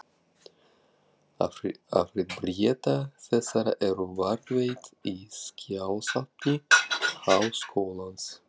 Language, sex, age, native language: Icelandic, male, 40-49, Russian